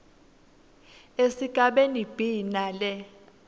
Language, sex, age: Swati, female, 19